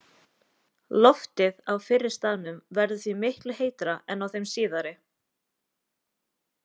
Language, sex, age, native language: Icelandic, female, 20-29, Icelandic